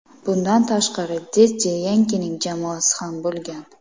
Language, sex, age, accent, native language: Uzbek, female, 25-34, Namangan, Uzbek